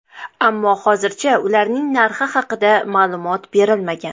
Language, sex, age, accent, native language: Uzbek, female, 18-24, Toshkent shahri, Uzbek